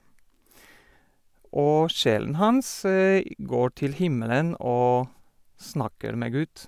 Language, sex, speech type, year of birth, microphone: Norwegian, male, spontaneous, 1973, Sennheiser